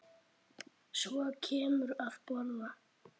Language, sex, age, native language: Icelandic, male, 8, Icelandic